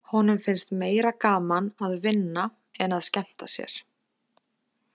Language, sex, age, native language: Icelandic, female, 20-29, Icelandic